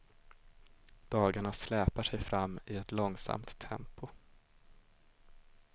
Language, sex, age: Swedish, male, 25